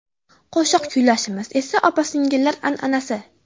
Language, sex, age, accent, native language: Uzbek, female, 12-17, Farg'ona, Uzbek